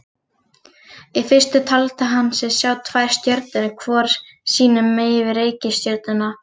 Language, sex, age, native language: Icelandic, female, 40-49, Icelandic